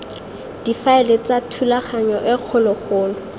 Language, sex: Tswana, female